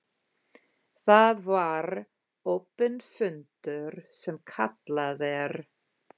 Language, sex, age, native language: Icelandic, female, 50-59, English